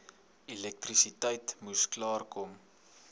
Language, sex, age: Afrikaans, male, 21